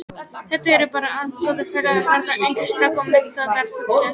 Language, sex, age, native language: Icelandic, female, 18-19, Icelandic